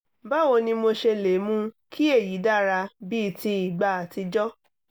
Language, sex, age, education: Yoruba, female, 30-45, tertiary